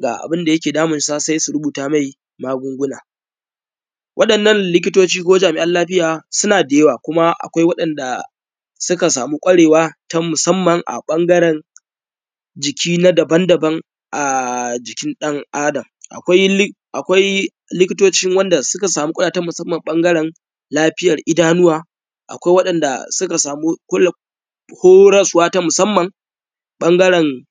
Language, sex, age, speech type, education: Hausa, male, 15-29, spontaneous, tertiary